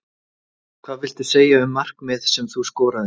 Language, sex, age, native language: Icelandic, male, 20-29, Icelandic